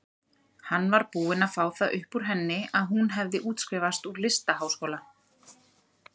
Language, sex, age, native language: Icelandic, female, 30-39, Icelandic